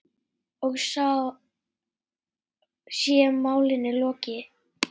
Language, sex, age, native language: Icelandic, male, 8, Icelandic